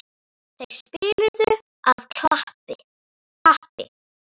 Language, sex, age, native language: Icelandic, female, 9, Icelandic